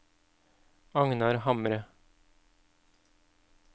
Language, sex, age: Norwegian, male, 31